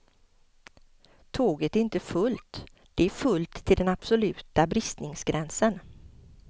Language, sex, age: Swedish, female, 50